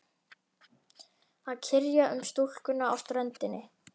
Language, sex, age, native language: Icelandic, male, 11, Icelandic